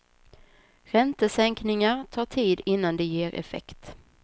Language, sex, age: Swedish, female, 26